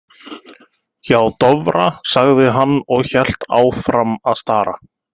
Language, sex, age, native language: Icelandic, male, 30-39, Icelandic